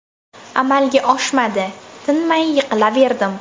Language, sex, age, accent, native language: Uzbek, female, under 19, Toshkent shahri, Uzbek